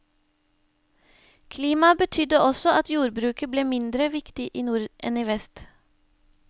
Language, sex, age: Norwegian, female, 25